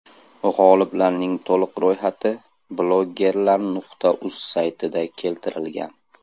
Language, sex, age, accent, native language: Uzbek, male, 18-24, Andijon, Uzbek